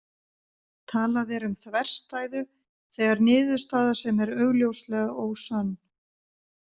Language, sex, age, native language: Icelandic, female, 50-59, Icelandic